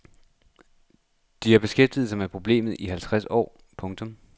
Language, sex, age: Danish, male, 26